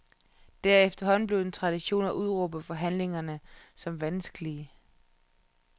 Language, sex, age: Danish, female, 31